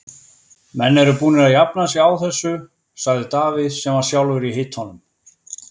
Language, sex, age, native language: Icelandic, male, 50-59, Icelandic